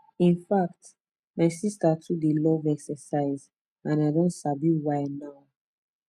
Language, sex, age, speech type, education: Nigerian Pidgin, female, 15-29, spontaneous, tertiary